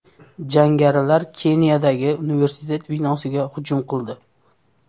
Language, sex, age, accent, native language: Uzbek, male, 18-24, Namangan, Uzbek